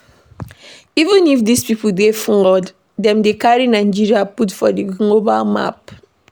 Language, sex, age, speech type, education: Nigerian Pidgin, female, 15-29, read, primary